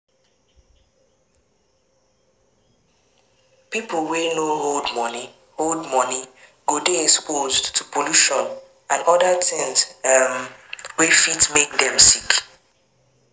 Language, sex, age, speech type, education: Nigerian Pidgin, female, 15-29, spontaneous, tertiary